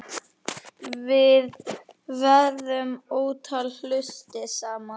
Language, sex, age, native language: Icelandic, male, 9, Icelandic